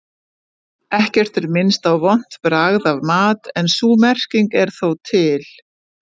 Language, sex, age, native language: Icelandic, female, 50-59, Icelandic